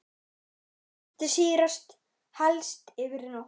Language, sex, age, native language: Icelandic, male, 9, Icelandic